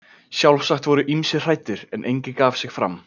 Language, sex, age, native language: Icelandic, male, 15, Icelandic